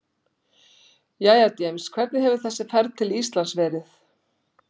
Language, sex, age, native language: Icelandic, female, 60-69, Icelandic